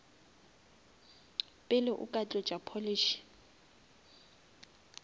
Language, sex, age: Northern Sotho, female, 27